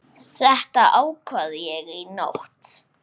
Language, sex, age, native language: Icelandic, male, 8, Icelandic